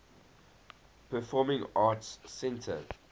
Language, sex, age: English, male, 20